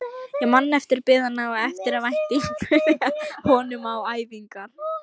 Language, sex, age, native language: Icelandic, female, 18-19, Icelandic